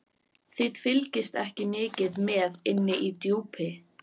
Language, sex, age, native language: Icelandic, female, 14, Icelandic